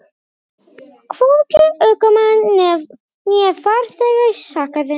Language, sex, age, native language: Icelandic, other, 18-19, Icelandic